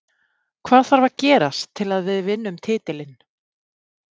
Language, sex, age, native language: Icelandic, female, 30-39, Icelandic